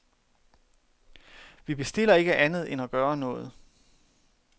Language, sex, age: Danish, male, 31